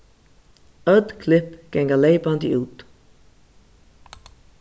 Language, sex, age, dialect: Faroese, female, 36-60, Suðurstreymoy